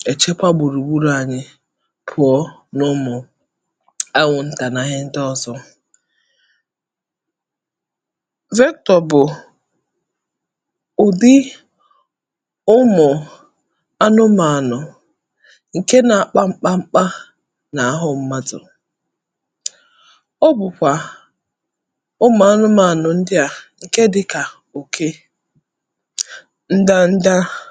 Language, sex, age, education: Igbo, female, 30-45, tertiary